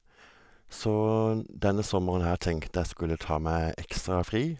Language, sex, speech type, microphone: Norwegian, male, spontaneous, Sennheiser